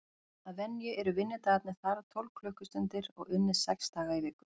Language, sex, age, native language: Icelandic, female, 40-49, Icelandic